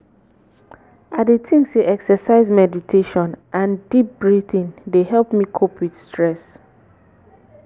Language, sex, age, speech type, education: Nigerian Pidgin, female, 15-29, spontaneous, tertiary